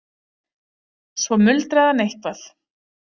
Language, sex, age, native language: Icelandic, female, 30-39, Icelandic